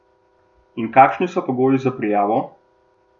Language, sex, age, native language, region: Slovenian, male, 18-29, Slovenian, Gorenjska region